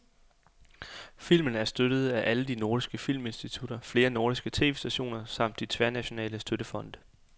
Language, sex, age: Danish, male, 28